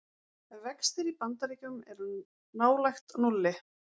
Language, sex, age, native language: Icelandic, female, 40-49, Icelandic